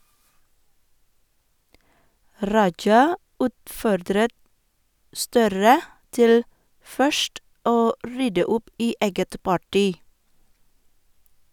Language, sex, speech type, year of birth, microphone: Norwegian, female, read, 1979, Sennheiser